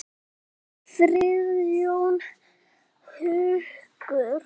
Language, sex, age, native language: Icelandic, male, 6, Icelandic